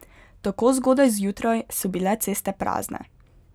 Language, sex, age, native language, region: Slovenian, female, 12-17, Slovenian, Pomurje region